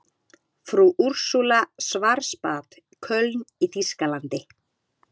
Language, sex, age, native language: Icelandic, female, 30-39, Icelandic